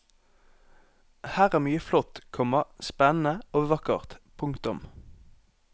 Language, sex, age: Norwegian, male, 18